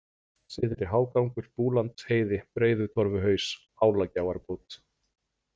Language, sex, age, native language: Icelandic, male, 40-49, Icelandic